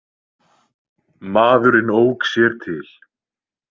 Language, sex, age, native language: Icelandic, male, 20-29, Icelandic